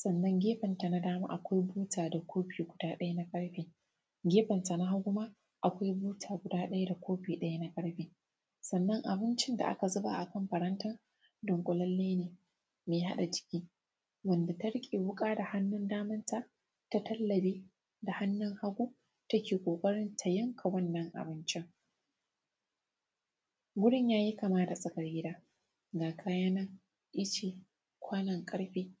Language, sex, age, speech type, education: Hausa, female, 15-29, spontaneous, tertiary